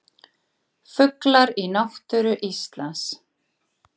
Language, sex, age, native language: Icelandic, female, 40-49, Icelandic